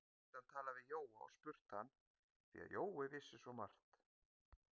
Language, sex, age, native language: Icelandic, male, 50-59, Icelandic